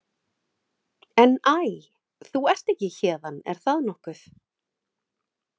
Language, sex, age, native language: Icelandic, female, 30-39, Icelandic